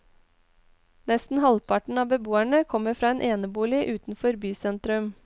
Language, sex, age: Norwegian, female, 21